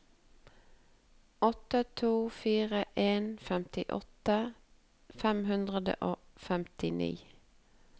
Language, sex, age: Norwegian, female, 48